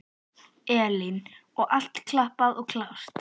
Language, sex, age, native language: Icelandic, female, 11, Icelandic